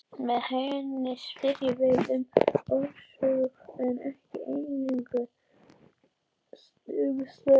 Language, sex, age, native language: Icelandic, female, 18-19, Icelandic